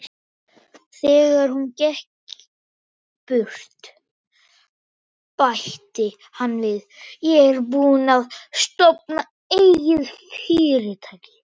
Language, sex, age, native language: Icelandic, male, 18-19, Icelandic